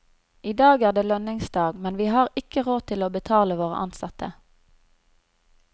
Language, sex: Norwegian, female